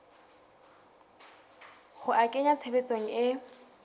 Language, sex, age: Southern Sotho, female, 19